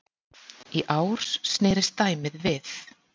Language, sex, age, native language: Icelandic, female, 40-49, Icelandic